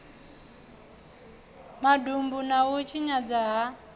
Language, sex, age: Venda, female, 28